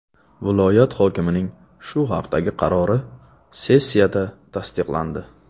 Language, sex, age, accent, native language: Uzbek, male, 25-34, Navoiy, Uzbek